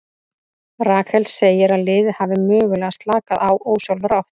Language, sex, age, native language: Icelandic, female, 30-39, Icelandic